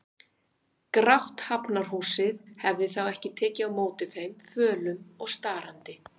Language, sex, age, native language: Icelandic, female, 50-59, Icelandic